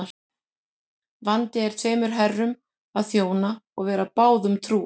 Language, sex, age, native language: Icelandic, female, 50-59, Icelandic